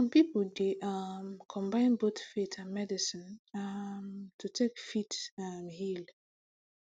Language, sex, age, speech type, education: Nigerian Pidgin, female, 15-29, spontaneous, tertiary